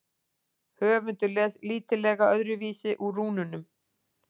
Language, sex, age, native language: Icelandic, female, 40-49, Icelandic